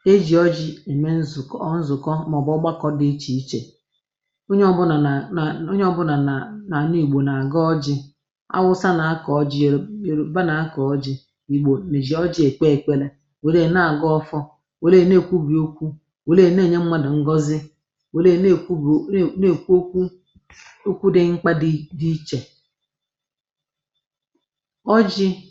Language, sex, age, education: Igbo, female, 46-60, tertiary